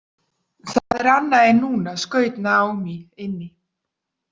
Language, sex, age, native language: Icelandic, female, 40-49, Icelandic